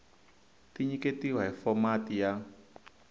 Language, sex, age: Tsonga, male, 22